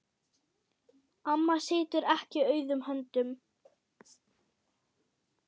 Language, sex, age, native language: Icelandic, female, 8, German